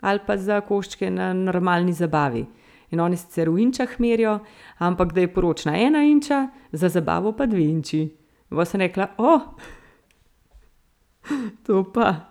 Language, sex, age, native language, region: Slovenian, female, 30-49, Slovenian, Central Slovenia